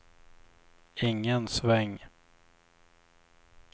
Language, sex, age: Swedish, male, 26